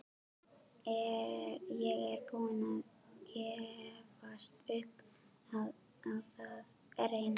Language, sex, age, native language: Icelandic, female, 12, Icelandic